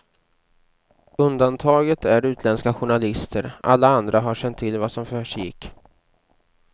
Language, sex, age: Swedish, male, 29